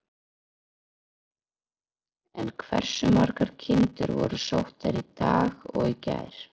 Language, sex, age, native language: Icelandic, female, 40-49, Icelandic